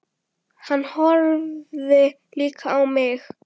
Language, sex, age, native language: Icelandic, female, 10, Icelandic